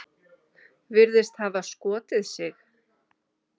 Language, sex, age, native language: Icelandic, male, 7, Icelandic